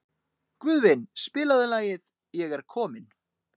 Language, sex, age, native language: Icelandic, male, 30-39, Icelandic